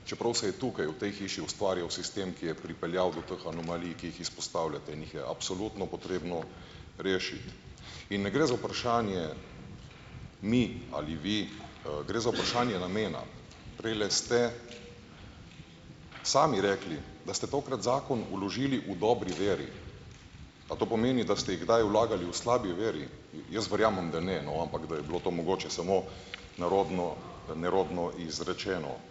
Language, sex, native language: Slovenian, male, Slovenian